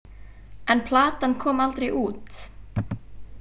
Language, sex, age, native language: Icelandic, female, 20-29, Icelandic